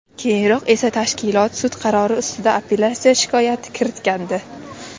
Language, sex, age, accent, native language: Uzbek, female, 19-29, Jizzax, Uzbek